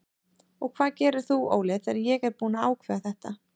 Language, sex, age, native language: Icelandic, female, 30-39, Icelandic